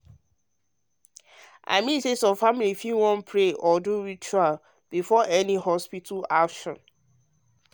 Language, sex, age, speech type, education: Nigerian Pidgin, male, 30-45, spontaneous, tertiary